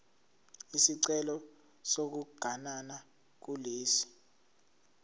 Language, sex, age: Zulu, male, 17